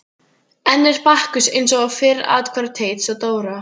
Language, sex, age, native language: Icelandic, female, 15, Icelandic